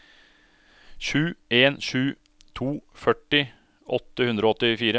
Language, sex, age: Norwegian, male, 36